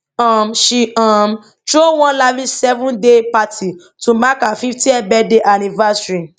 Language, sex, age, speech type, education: Nigerian Pidgin, female, 30-45, spontaneous, tertiary